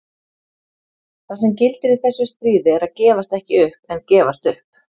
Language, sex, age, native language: Icelandic, female, 30-39, Icelandic